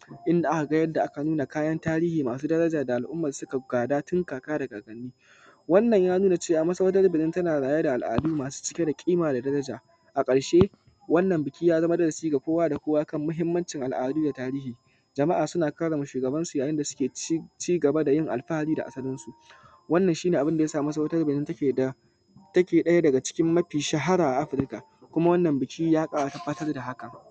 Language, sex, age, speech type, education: Hausa, male, 15-29, spontaneous, tertiary